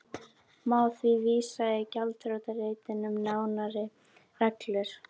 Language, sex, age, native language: Icelandic, female, 12, Icelandic